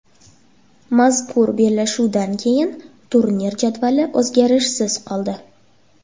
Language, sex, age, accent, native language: Uzbek, female, under 19, Toshkent shahri, Uzbek